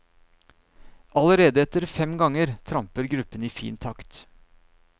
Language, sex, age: Norwegian, male, 39